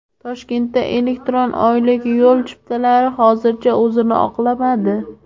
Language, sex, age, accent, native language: Uzbek, female, 18-24, Samarqand, Uzbek